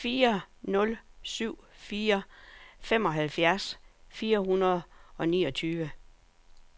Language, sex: Danish, female